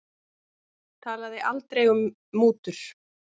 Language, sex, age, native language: Icelandic, female, 30-39, Icelandic